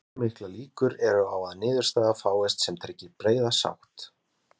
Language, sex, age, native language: Icelandic, male, 20-29, Icelandic